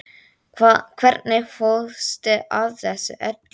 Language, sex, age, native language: Icelandic, male, 10, Icelandic